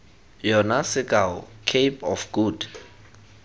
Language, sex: Tswana, male